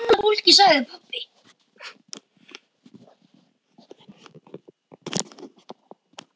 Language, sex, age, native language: Icelandic, male, 10, Icelandic